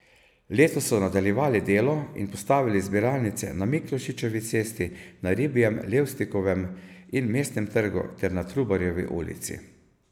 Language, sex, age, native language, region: Slovenian, male, 50-59, Slovenian, Savinja region